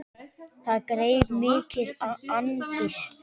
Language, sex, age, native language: Icelandic, male, 10, Icelandic